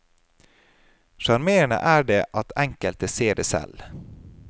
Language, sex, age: Norwegian, male, 30